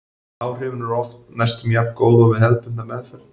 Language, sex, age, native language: Icelandic, male, 40-49, Icelandic